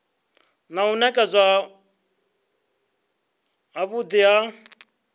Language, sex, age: Venda, male, 23